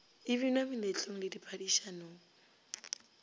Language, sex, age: Northern Sotho, female, 25